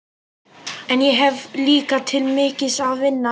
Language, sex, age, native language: Icelandic, male, 11, Icelandic